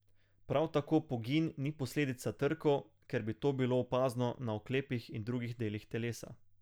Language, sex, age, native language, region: Slovenian, male, 18-29, Slovenian, Carinthia region